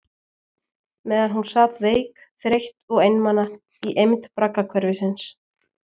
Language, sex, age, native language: Icelandic, female, 20-29, Icelandic